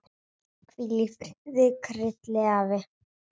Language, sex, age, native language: Icelandic, female, 9, Icelandic